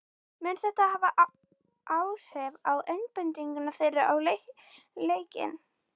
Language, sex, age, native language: Icelandic, female, 14, Icelandic